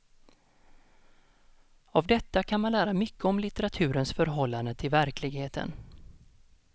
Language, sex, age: Swedish, male, 32